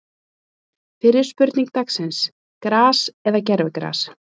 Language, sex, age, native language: Icelandic, female, 30-39, Icelandic